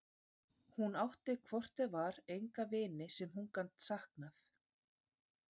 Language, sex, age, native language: Icelandic, female, 30-39, Icelandic